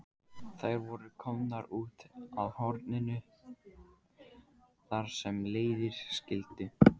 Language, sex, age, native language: Icelandic, male, 15, Icelandic